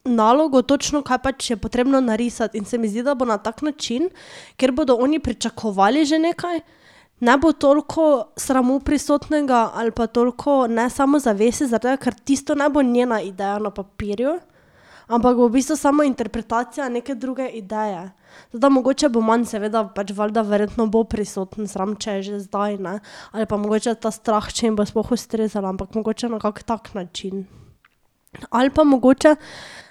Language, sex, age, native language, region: Slovenian, female, 18-29, Slovenian, Drava region